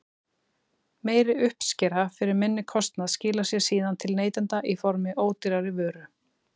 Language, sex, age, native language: Icelandic, female, 30-39, Icelandic